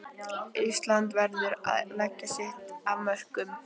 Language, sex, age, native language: Icelandic, female, 12, Icelandic